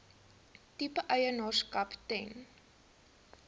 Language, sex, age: Afrikaans, female, 19